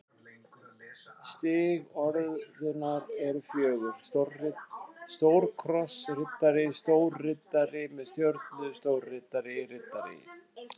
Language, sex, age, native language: Icelandic, male, 50-59, Icelandic